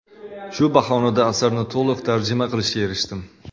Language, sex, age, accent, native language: Uzbek, male, 25-34, Qashqadaryo, Uzbek